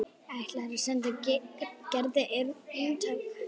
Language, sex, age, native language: Icelandic, female, 9, Icelandic